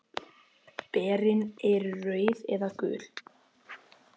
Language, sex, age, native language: Icelandic, male, 10, Icelandic